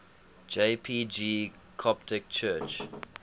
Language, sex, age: English, male, 20